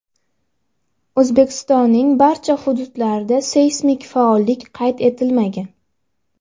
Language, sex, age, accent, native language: Uzbek, female, under 19, Andijon, Uzbek